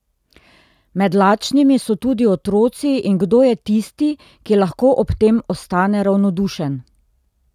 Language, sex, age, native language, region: Slovenian, female, 30-49, Slovenian, Drava region